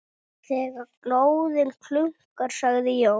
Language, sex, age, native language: Icelandic, female, 7, Icelandic